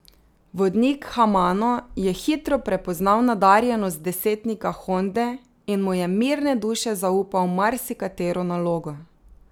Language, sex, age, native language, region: Slovenian, female, 30-49, Slovenian, Drava region